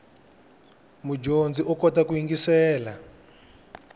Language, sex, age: Tsonga, male, 21